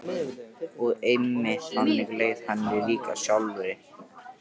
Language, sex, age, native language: Icelandic, male, 13, Icelandic